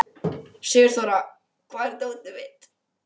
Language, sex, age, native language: Icelandic, male, 12, Icelandic